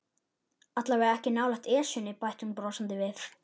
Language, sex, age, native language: Icelandic, male, 11, Icelandic